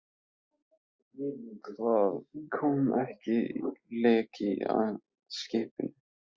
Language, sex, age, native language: Icelandic, male, 15, Icelandic